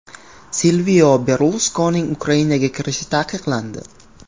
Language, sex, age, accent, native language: Uzbek, male, 18-24, Qashqadaryo, Uzbek